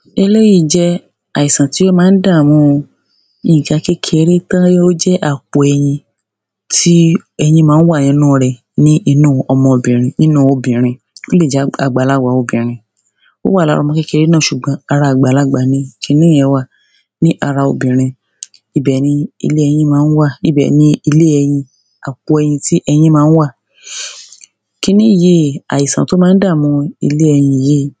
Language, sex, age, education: Yoruba, female, 30-45, secondary